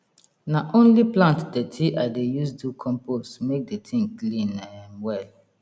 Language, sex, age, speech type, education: Nigerian Pidgin, female, 30-45, spontaneous, tertiary